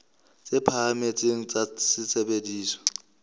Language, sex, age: Southern Sotho, male, 26